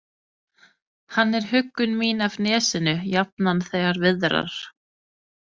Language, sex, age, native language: Icelandic, female, 30-39, Danish